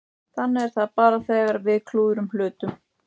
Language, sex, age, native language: Icelandic, male, 14, Icelandic